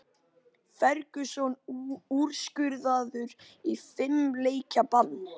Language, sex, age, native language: Icelandic, male, 18-19, Icelandic